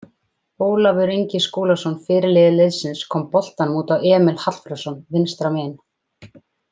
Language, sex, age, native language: Icelandic, female, 20-29, Icelandic